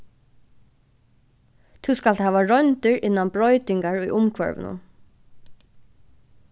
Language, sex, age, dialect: Faroese, female, 15-35, Norðuroyggjar